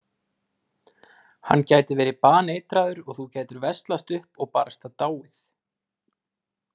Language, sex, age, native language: Icelandic, male, 20-29, Icelandic